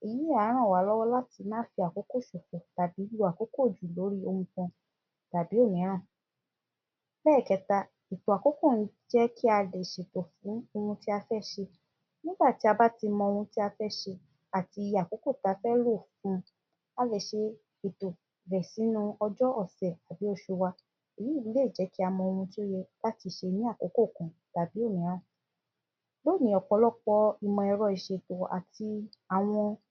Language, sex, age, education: Yoruba, female, 15-29, tertiary